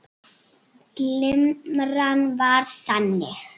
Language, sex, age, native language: Icelandic, female, 7, Icelandic